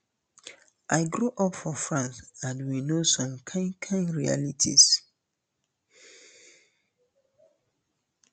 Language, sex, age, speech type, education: Nigerian Pidgin, male, 15-29, spontaneous, tertiary